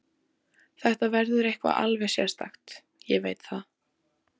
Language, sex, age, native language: Icelandic, female, 14, Icelandic